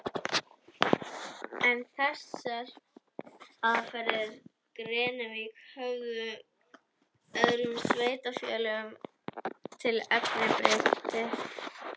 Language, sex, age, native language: Icelandic, female, 11, Icelandic